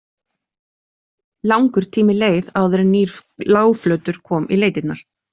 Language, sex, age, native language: Icelandic, female, 40-49, Icelandic